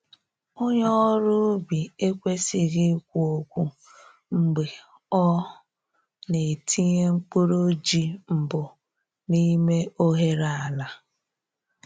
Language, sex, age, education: Igbo, female, 30-45, tertiary